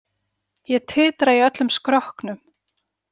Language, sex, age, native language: Icelandic, female, 40-49, Icelandic